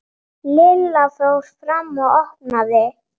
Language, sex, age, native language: Icelandic, female, 9, Icelandic